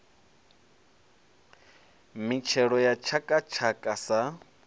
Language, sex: Venda, male